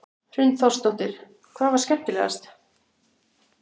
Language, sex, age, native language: Icelandic, female, 60-69, Icelandic